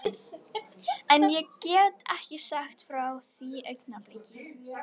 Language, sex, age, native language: Icelandic, female, 12, Icelandic